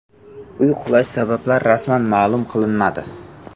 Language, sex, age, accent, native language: Uzbek, male, 18-24, Samarqand, Uzbek